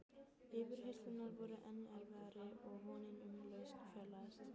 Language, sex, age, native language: Icelandic, female, 15, Icelandic